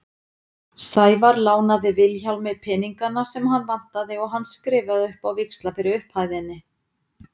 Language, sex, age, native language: Icelandic, female, 50-59, Icelandic